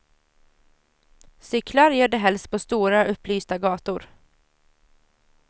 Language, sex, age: Swedish, female, 17